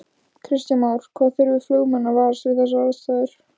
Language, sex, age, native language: Icelandic, female, 15, Icelandic